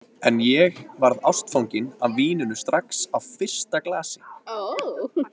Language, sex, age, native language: Icelandic, male, 20-29, Icelandic